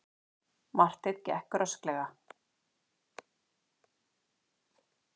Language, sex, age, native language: Icelandic, female, 40-49, Icelandic